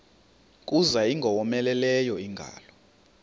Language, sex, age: Xhosa, male, 33